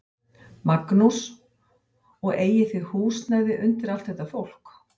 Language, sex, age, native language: Icelandic, female, 50-59, Icelandic